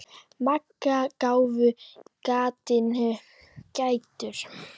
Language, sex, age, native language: Icelandic, female, 10, Icelandic